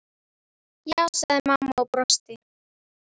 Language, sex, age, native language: Icelandic, female, 10, Icelandic